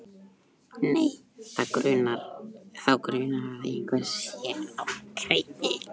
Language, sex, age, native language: Icelandic, male, 15, Icelandic